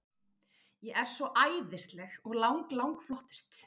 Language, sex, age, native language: Icelandic, female, 40-49, Icelandic